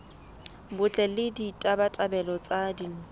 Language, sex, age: Southern Sotho, female, 25